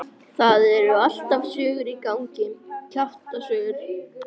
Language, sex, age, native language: Icelandic, female, 14, Icelandic